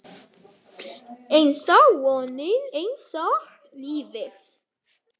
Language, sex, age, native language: Icelandic, female, 10, Icelandic